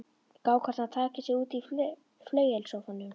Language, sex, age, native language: Icelandic, female, 11, Icelandic